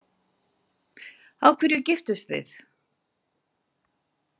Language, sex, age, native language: Icelandic, female, 60-69, Icelandic